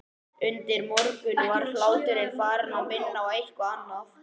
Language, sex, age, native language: Icelandic, male, 11, Icelandic